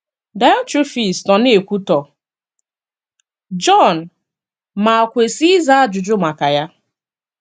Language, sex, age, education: Igbo, female, 15-29, secondary